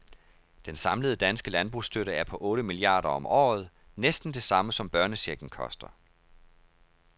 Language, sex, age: Danish, male, 31